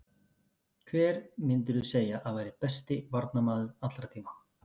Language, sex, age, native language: Icelandic, male, 50-59, Icelandic